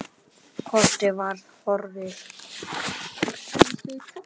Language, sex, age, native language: Icelandic, female, 10, Icelandic